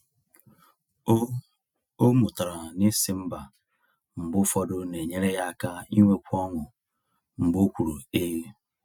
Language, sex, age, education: Igbo, male, 30-45, tertiary